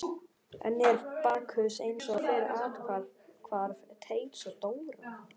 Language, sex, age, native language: Icelandic, male, 11, Icelandic